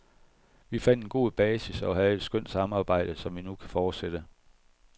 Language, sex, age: Danish, male, 41